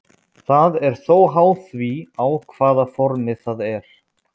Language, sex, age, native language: Icelandic, male, 20-29, Icelandic